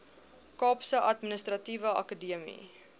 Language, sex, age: Afrikaans, female, 21